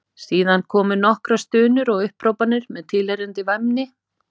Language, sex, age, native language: Icelandic, female, 50-59, Icelandic